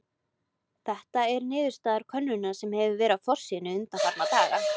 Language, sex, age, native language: Icelandic, female, 20-29, Icelandic